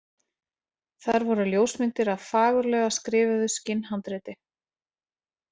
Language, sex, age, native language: Icelandic, female, 40-49, Icelandic